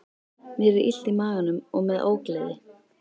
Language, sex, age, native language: Icelandic, female, 13, Icelandic